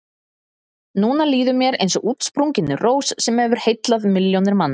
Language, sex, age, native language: Icelandic, female, 30-39, Icelandic